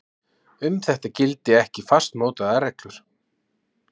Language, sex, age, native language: Icelandic, male, 30-39, Icelandic